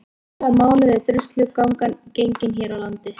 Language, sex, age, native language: Icelandic, female, 30-39, Icelandic